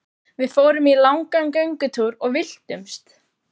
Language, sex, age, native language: Icelandic, female, 12, Icelandic